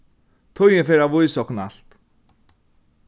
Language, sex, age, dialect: Faroese, male, 36-60, Norðurstreymoy/Eysturoy